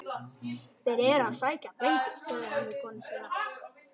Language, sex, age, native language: Icelandic, male, 12, Icelandic